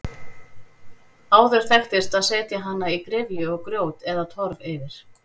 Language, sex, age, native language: Icelandic, female, 40-49, Icelandic